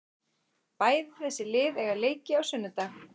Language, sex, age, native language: Icelandic, female, 40-49, Icelandic